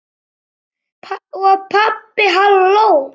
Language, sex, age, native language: Icelandic, male, 7, Icelandic